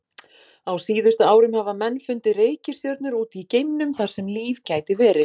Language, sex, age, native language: Icelandic, female, 40-49, Icelandic